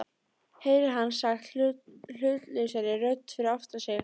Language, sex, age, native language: Icelandic, female, 13, Icelandic